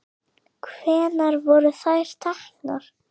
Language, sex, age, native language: Icelandic, female, 8, Icelandic